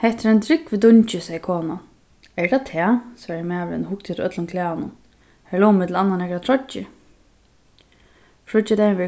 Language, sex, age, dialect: Faroese, female, 15-35, Suðurstreymoy